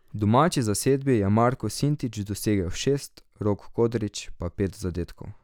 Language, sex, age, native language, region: Slovenian, male, 18-29, Slovenian, Drava region